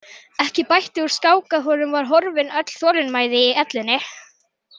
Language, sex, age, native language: Icelandic, male, 18-19, Icelandic